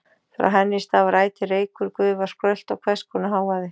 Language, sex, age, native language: Icelandic, female, 40-49, Icelandic